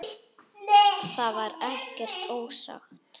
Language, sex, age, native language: Icelandic, female, 9, Icelandic